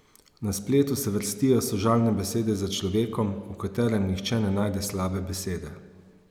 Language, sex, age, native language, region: Slovenian, male, 30-49, Slovenian, Savinja region